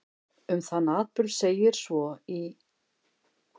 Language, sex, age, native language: Icelandic, female, 50-59, Icelandic